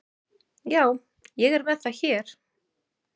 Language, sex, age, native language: Icelandic, female, 30-39, Icelandic